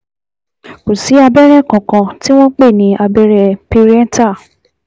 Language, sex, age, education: Yoruba, female, 15-29, tertiary